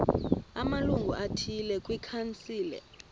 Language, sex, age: Xhosa, female, 24